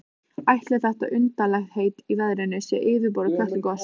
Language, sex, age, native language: Icelandic, female, 15, Icelandic